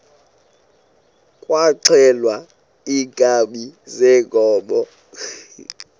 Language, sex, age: Xhosa, male, 18